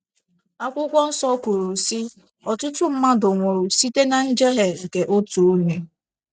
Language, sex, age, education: Igbo, female, 15-29, tertiary